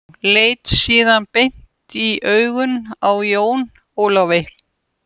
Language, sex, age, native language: Icelandic, female, 70-79, Russian